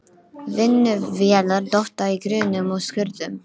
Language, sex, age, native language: Icelandic, female, 12, Icelandic